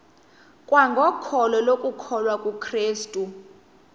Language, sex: Xhosa, female